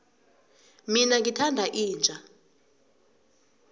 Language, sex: South Ndebele, female